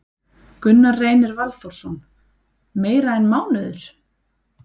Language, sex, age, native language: Icelandic, female, 30-39, Icelandic